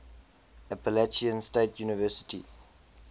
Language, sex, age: English, male, 20